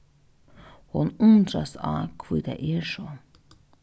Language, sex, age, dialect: Faroese, female, 15-35, Norðuroyggjar